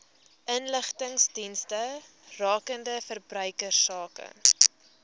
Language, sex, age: Afrikaans, female, 18